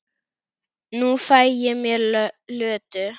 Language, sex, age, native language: Icelandic, female, 9, Icelandic